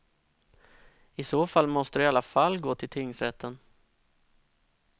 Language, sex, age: Swedish, male, 32